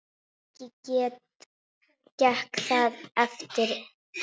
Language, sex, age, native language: Icelandic, female, 8, Icelandic